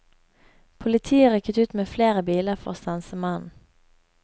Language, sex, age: Norwegian, female, 24